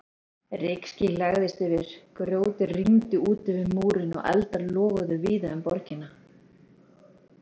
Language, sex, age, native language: Icelandic, female, 30-39, Icelandic